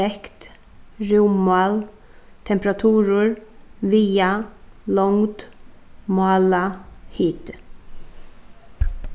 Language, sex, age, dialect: Faroese, female, 36-60, Suðuroy